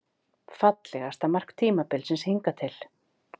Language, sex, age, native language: Icelandic, female, 50-59, Icelandic